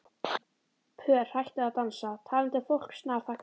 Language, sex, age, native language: Icelandic, female, 12, Icelandic